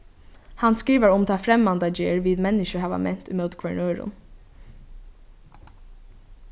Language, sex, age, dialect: Faroese, female, 15-35, Norðurstreymoy/Eysturoy